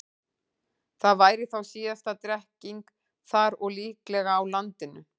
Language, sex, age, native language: Icelandic, female, 40-49, Icelandic